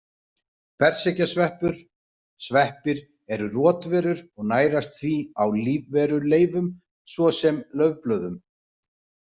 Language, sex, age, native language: Icelandic, male, 40-49, Icelandic